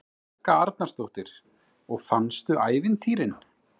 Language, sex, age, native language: Icelandic, male, 30-39, Icelandic